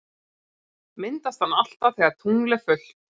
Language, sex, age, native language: Icelandic, female, 40-49, Icelandic